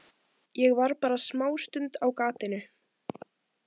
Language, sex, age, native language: Icelandic, female, 18-19, Icelandic